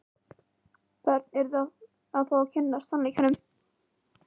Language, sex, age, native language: Icelandic, female, 11, Icelandic